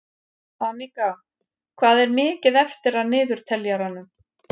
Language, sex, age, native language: Icelandic, female, 50-59, Icelandic